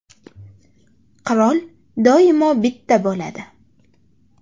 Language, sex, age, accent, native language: Uzbek, female, 25-34, Qashqadaryo, Uzbek